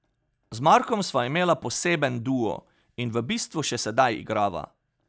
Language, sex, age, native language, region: Slovenian, male, 30-49, Slovenian, Pomurje region